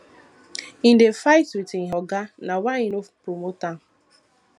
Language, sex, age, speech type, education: Nigerian Pidgin, female, 15-29, spontaneous, tertiary